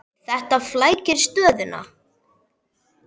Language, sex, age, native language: Icelandic, male, 10, Icelandic